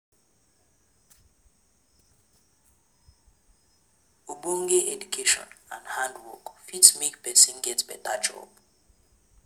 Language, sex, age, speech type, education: Nigerian Pidgin, female, 15-29, spontaneous, tertiary